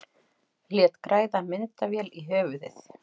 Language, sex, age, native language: Icelandic, female, 40-49, Icelandic